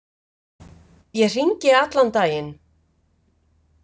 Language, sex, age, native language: Icelandic, female, 50-59, Icelandic